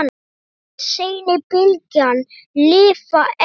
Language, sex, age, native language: Icelandic, male, 9, Icelandic